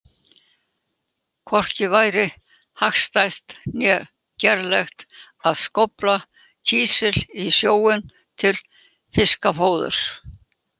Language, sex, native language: Icelandic, female, Icelandic